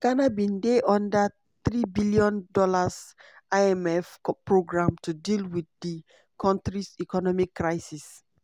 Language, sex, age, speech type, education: Nigerian Pidgin, female, 30-45, spontaneous, tertiary